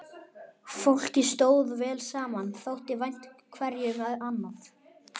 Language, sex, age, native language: Icelandic, male, 11, Icelandic